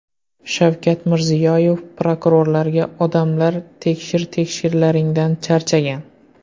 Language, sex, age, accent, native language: Uzbek, male, 25-34, Qoraqalpog'iston, Uzbek